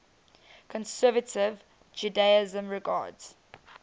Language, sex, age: English, female, 19